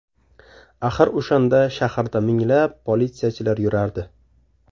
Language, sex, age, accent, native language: Uzbek, male, 18-24, Samarqand, Uzbek